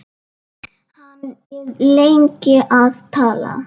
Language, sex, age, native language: Icelandic, female, 7, Icelandic